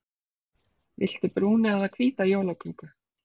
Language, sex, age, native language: Icelandic, female, 30-39, Icelandic